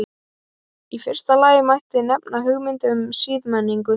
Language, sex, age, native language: Icelandic, male, 18-19, Icelandic